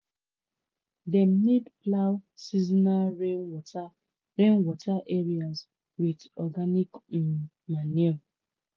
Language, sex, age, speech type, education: Nigerian Pidgin, female, 30-45, spontaneous, tertiary